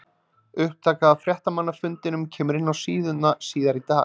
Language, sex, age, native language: Icelandic, male, 30-39, Icelandic